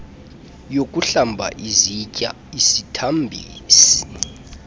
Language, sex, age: Xhosa, male, 32